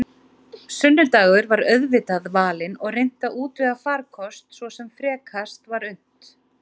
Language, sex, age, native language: Icelandic, female, 30-39, Icelandic